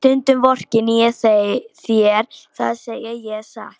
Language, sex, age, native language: Icelandic, female, 18-19, Polish